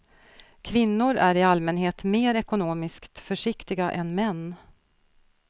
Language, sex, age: Swedish, female, 46